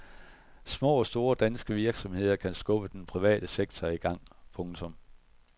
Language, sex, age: Danish, male, 41